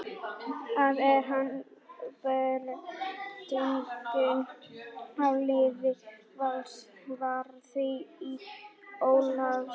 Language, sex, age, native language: Icelandic, male, 18-19, Icelandic